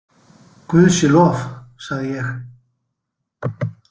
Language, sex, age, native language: Icelandic, male, 60-69, Icelandic